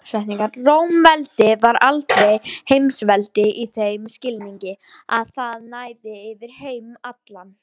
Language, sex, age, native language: Icelandic, female, 18-19, Icelandic